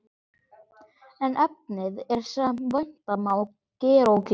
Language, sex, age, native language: Icelandic, male, 14, Icelandic